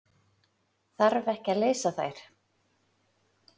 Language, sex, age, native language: Icelandic, female, 40-49, Icelandic